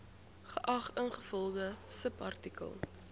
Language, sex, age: Afrikaans, female, 21